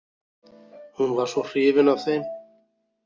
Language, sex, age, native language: Icelandic, male, 40-49, Icelandic